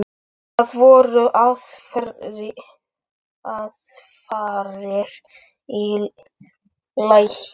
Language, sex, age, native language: Icelandic, male, 8, Icelandic